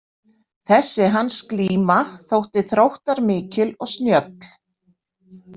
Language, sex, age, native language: Icelandic, female, 60-69, Icelandic